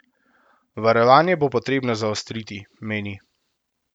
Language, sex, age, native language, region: Slovenian, male, 18-29, Slovenian, Central Slovenia